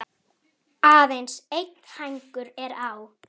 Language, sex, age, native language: Icelandic, female, 8, Icelandic